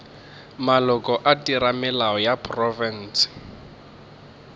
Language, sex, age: Northern Sotho, male, 24